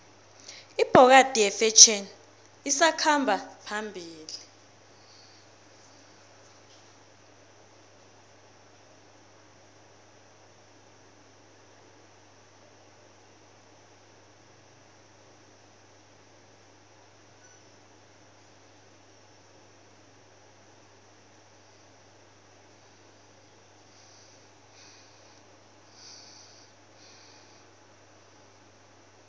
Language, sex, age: South Ndebele, female, 21